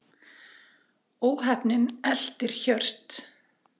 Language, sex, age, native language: Icelandic, female, 40-49, Icelandic